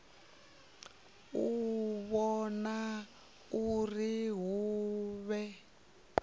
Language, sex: Venda, female